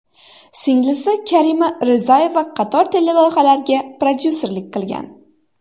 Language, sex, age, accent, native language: Uzbek, female, 18-24, Xorazm, Uzbek